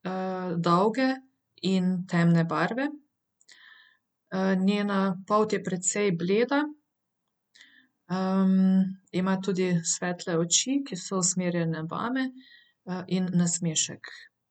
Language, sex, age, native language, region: Slovenian, female, 30-49, Slovenian, Central Slovenia